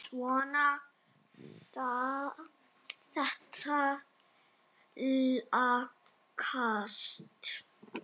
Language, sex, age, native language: Icelandic, female, 7, Danish